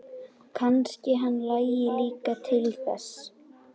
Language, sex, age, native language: Icelandic, female, 11, Icelandic